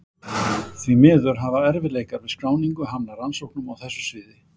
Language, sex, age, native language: Icelandic, male, 60-69, Icelandic